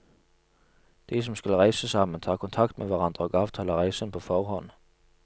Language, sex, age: Norwegian, male, 27